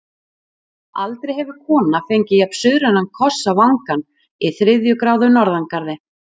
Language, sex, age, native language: Icelandic, female, 40-49, Icelandic